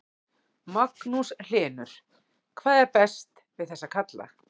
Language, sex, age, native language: Icelandic, female, 40-49, Icelandic